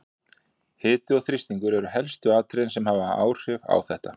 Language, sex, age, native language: Icelandic, male, 40-49, Icelandic